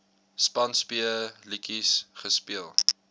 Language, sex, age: Afrikaans, male, 22